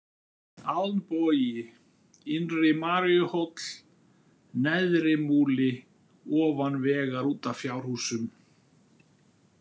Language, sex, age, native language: Icelandic, male, 50-59, Icelandic